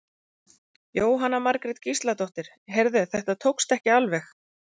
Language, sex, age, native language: Icelandic, female, 40-49, Icelandic